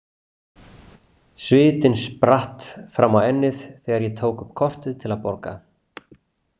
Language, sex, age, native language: Icelandic, male, 40-49, Icelandic